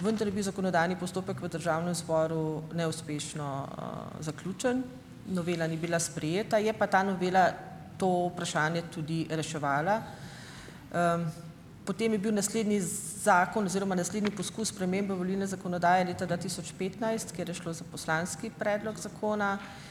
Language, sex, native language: Slovenian, female, Slovenian